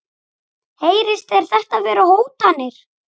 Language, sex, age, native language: Icelandic, female, 18-19, Icelandic